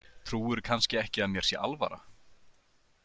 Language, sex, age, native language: Icelandic, male, 30-39, Icelandic